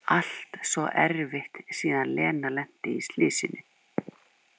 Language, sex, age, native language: Icelandic, female, 50-59, Icelandic